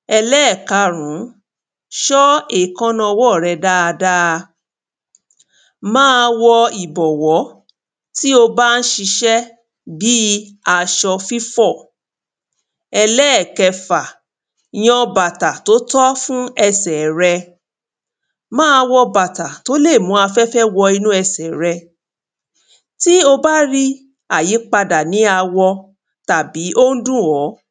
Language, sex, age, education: Yoruba, female, 30-45, tertiary